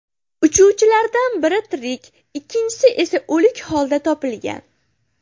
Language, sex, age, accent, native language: Uzbek, female, under 19, Farg'ona, Uzbek